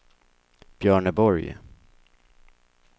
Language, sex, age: Swedish, male, 24